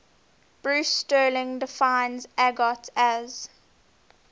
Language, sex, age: English, female, 20